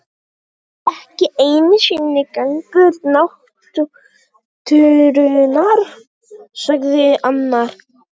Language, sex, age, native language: Icelandic, other, 18-19, Polish